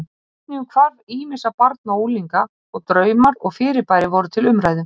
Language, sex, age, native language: Icelandic, female, 30-39, Icelandic